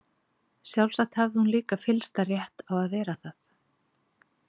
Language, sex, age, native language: Icelandic, female, 40-49, Icelandic